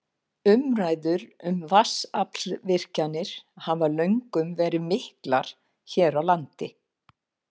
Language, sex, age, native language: Icelandic, female, 50-59, Icelandic